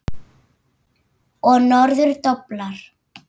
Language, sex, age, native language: Icelandic, female, 8, Icelandic